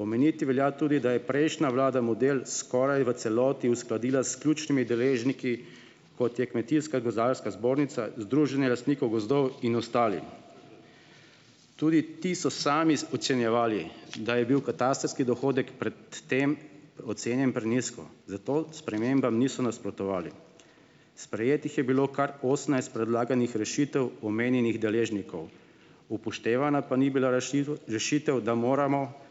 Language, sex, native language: Slovenian, male, Slovenian